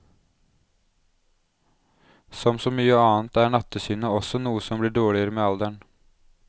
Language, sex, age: Norwegian, male, 20